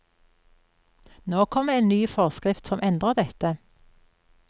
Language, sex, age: Norwegian, female, 44